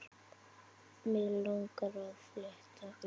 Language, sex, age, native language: Icelandic, male, 8, Icelandic